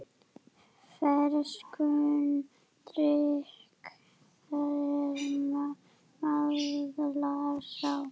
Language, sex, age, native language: Icelandic, female, 8, Icelandic